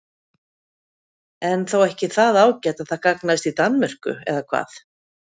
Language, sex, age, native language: Icelandic, female, 50-59, Icelandic